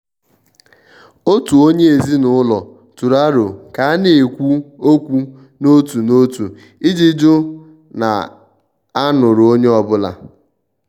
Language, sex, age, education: Igbo, male, 15-29, tertiary